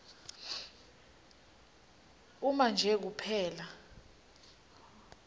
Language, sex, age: Swati, female, 19